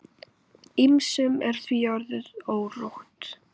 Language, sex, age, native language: Icelandic, female, 9, Icelandic